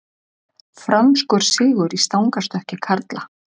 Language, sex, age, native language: Icelandic, male, 40-49, Icelandic